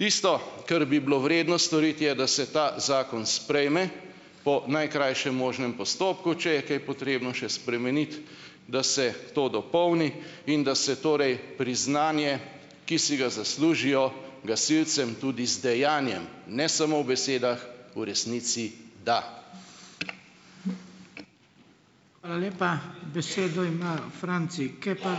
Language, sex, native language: Slovenian, male, Slovenian